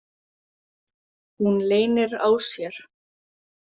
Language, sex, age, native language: Icelandic, female, 18-19, Icelandic